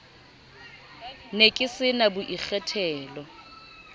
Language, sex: Southern Sotho, female